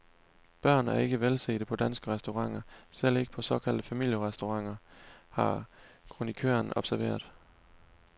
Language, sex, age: Danish, male, 19